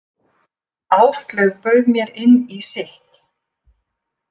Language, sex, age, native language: Icelandic, female, 50-59, Icelandic